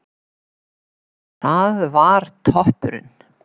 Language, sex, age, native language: Icelandic, female, 70-79, Icelandic